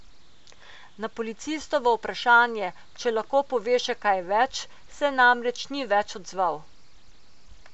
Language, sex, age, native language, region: Slovenian, female, 50-59, Slovenian, Coastal Karst region